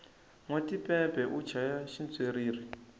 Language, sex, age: Tsonga, male, 20